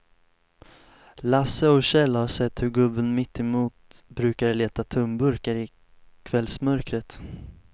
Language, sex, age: Swedish, male, 19